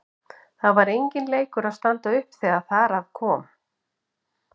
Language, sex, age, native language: Icelandic, female, 50-59, Icelandic